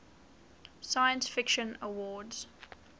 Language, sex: English, female